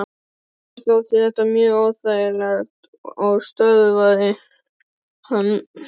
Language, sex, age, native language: Icelandic, male, 12, Icelandic